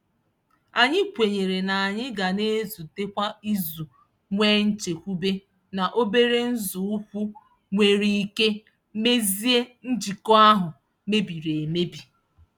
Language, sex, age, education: Igbo, female, 30-45, tertiary